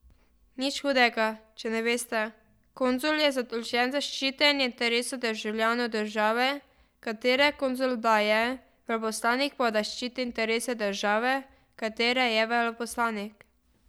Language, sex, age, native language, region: Slovenian, female, 12-17, Slovenian, Drava region